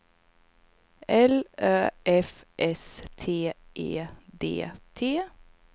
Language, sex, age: Swedish, female, 22